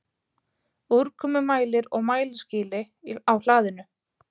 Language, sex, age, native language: Icelandic, female, 30-39, Icelandic